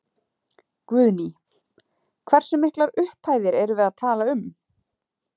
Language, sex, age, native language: Icelandic, female, 40-49, Icelandic